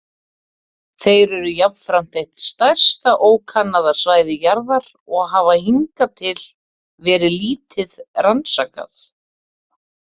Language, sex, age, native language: Icelandic, female, 30-39, Icelandic